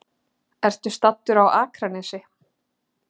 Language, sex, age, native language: Icelandic, female, 30-39, Icelandic